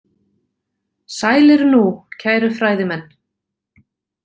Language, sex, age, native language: Icelandic, female, 40-49, Icelandic